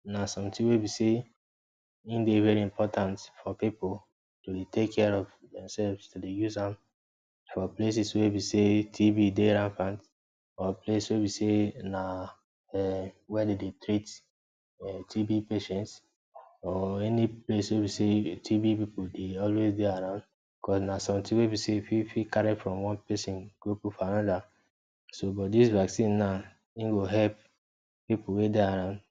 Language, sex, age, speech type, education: Nigerian Pidgin, male, 15-29, spontaneous, tertiary